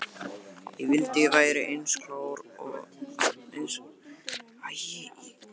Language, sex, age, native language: Icelandic, male, 18-19, Icelandic